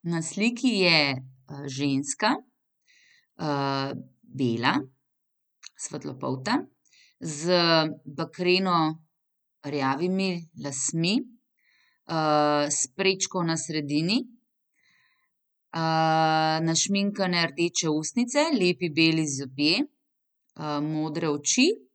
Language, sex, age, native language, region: Slovenian, female, 30-49, Slovenian, Central Slovenia